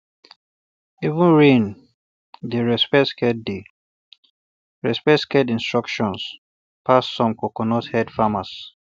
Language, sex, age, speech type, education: Nigerian Pidgin, male, 30-45, spontaneous, tertiary